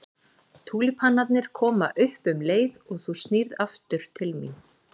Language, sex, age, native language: Icelandic, female, 40-49, Icelandic